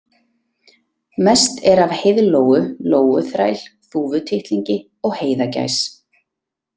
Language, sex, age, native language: Icelandic, female, 30-39, Icelandic